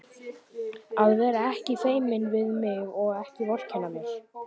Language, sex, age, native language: Icelandic, male, 11, Icelandic